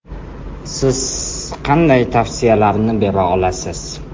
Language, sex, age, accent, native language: Uzbek, male, 18-24, Toshkent shahri, Uzbek